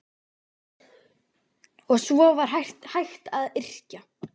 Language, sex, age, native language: Icelandic, female, 12, Icelandic